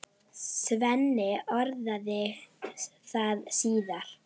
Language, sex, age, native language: Icelandic, female, 9, Icelandic